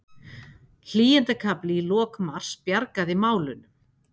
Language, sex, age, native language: Icelandic, female, 50-59, Icelandic